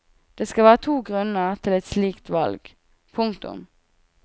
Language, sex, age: Norwegian, female, 20